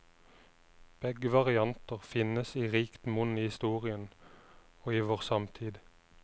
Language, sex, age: Norwegian, male, 29